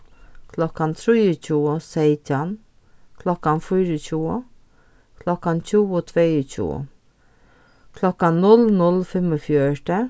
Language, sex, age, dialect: Faroese, female, 36-60, Norðurstreymoy/Eysturoy